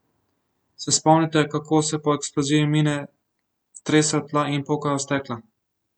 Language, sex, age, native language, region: Slovenian, male, 18-29, Slovenian, Central Slovenia